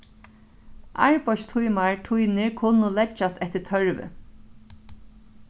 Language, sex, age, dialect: Faroese, female, 36-60, Norðurstreymoy/Eysturoy